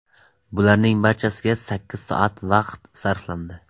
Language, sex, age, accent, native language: Uzbek, male, 18-24, Toshkent viloyati, Tajik